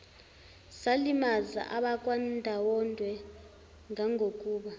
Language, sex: Zulu, female